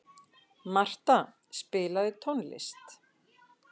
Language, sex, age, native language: Icelandic, female, 50-59, Icelandic